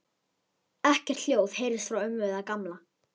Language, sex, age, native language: Icelandic, male, 11, Icelandic